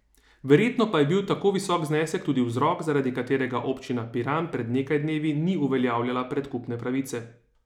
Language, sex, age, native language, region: Slovenian, male, 30-49, Slovenian, Savinja region